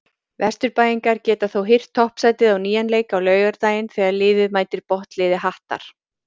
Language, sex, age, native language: Icelandic, female, 40-49, Icelandic